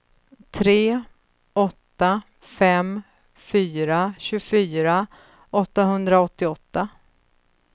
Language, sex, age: Swedish, female, 35